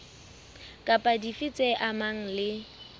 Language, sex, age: Southern Sotho, female, 24